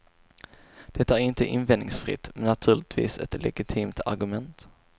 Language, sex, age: Swedish, male, 22